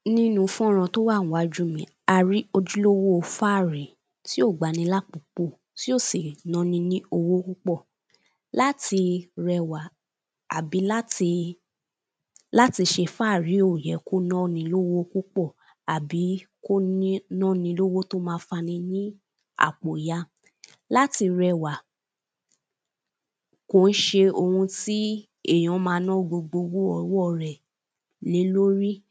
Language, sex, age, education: Yoruba, female, 15-29, primary